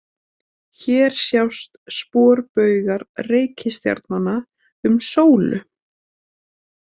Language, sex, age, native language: Icelandic, female, 20-29, Icelandic